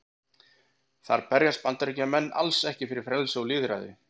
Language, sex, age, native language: Icelandic, male, 40-49, Icelandic